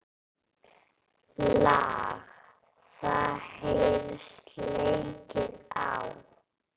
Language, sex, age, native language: Icelandic, female, 8, Icelandic